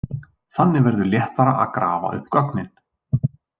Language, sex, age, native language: Icelandic, male, 20-29, Icelandic